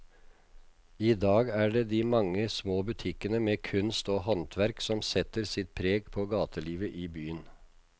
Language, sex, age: Norwegian, male, 56